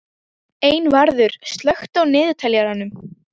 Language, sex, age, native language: Icelandic, female, 12, Icelandic